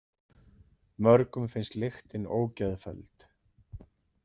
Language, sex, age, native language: Icelandic, male, 40-49, Icelandic